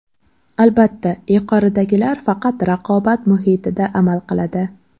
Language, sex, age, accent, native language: Uzbek, female, 18-24, Andijon, Uzbek